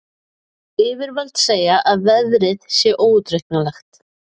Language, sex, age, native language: Icelandic, female, 40-49, Icelandic